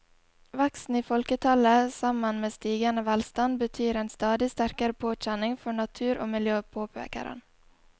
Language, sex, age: Norwegian, female, 20